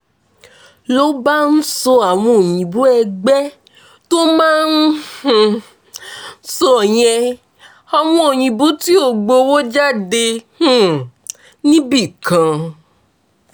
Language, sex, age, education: Yoruba, female, 15-29, tertiary